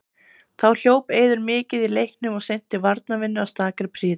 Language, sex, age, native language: Icelandic, female, 20-29, Icelandic